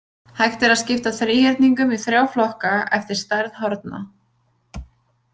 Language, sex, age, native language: Icelandic, female, 20-29, Icelandic